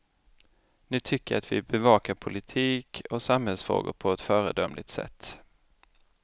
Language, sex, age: Swedish, male, 29